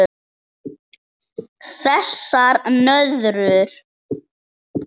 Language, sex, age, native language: Icelandic, male, 8, Icelandic